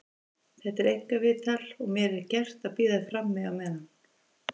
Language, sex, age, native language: Icelandic, female, 50-59, Icelandic